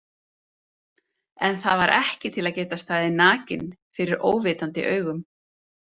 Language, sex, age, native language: Icelandic, female, 30-39, Icelandic